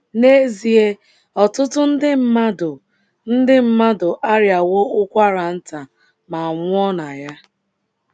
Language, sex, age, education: Igbo, female, 15-29, tertiary